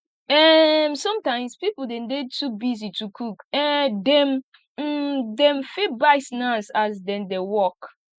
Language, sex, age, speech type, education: Nigerian Pidgin, female, 15-29, spontaneous, tertiary